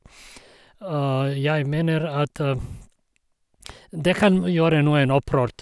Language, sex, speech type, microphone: Norwegian, male, spontaneous, Sennheiser